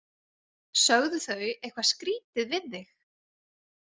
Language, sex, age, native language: Icelandic, female, 40-49, Icelandic